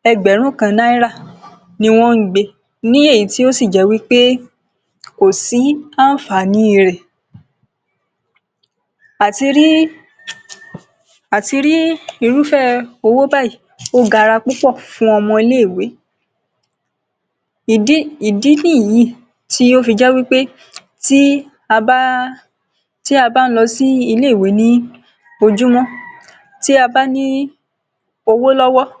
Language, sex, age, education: Yoruba, female, 46-60, secondary